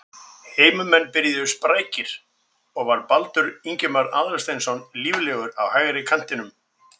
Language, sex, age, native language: Icelandic, male, 60-69, Icelandic